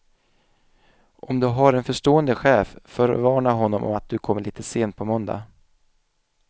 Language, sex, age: Swedish, male, 27